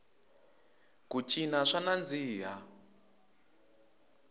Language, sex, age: Tsonga, male, 23